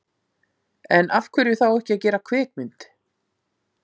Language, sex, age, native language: Icelandic, female, 50-59, Icelandic